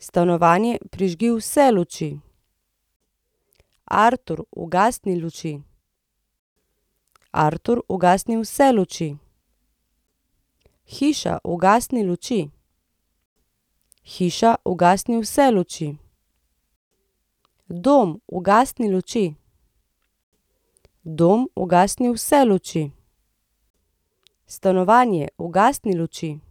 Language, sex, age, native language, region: Slovenian, female, 30-49, Slovenian, Central Slovenia